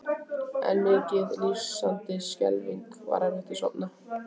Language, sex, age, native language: Icelandic, female, 15, Icelandic